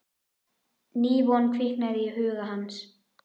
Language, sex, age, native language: Icelandic, female, 11, Icelandic